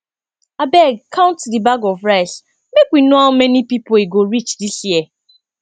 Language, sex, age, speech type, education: Nigerian Pidgin, female, 15-29, spontaneous, tertiary